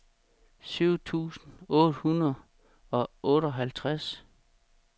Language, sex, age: Danish, male, 36